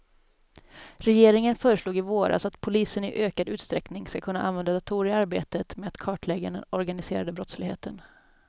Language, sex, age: Swedish, female, 27